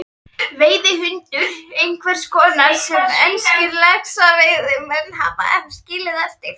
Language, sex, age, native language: Icelandic, female, 13, Icelandic